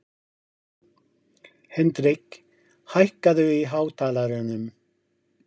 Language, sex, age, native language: Icelandic, male, 50-59, English